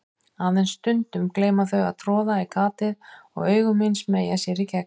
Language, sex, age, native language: Icelandic, female, 50-59, Icelandic